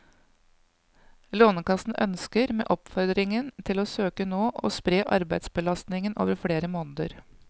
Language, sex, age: Norwegian, female, 55